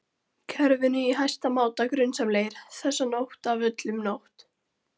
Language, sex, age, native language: Icelandic, female, 13, Icelandic